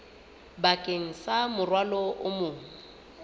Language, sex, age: Southern Sotho, female, 29